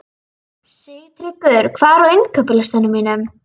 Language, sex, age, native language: Icelandic, female, 11, Icelandic